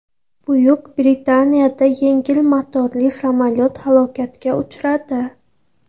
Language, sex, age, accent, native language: Uzbek, female, 18-24, Samarqand, Uzbek